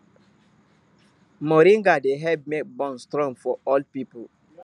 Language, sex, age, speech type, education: Nigerian Pidgin, male, 30-45, spontaneous, tertiary